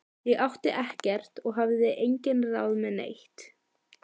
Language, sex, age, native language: Icelandic, female, 12, Icelandic